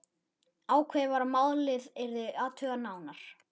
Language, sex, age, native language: Icelandic, male, 11, Icelandic